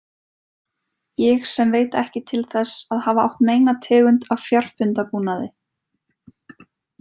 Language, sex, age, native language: Icelandic, female, 20-29, Icelandic